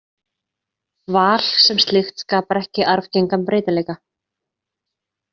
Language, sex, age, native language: Icelandic, female, 30-39, Icelandic